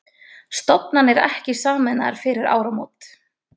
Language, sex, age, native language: Icelandic, female, 20-29, Icelandic